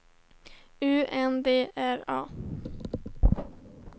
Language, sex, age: Swedish, female, 17